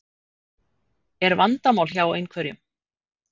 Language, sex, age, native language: Icelandic, female, 50-59, Icelandic